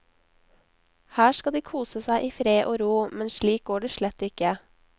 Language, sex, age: Norwegian, female, 19